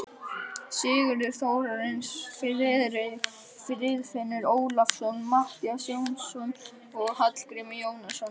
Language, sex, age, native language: Icelandic, male, 11, Icelandic